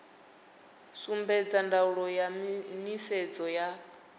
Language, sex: Venda, female